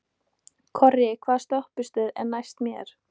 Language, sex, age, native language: Icelandic, female, 18-19, Icelandic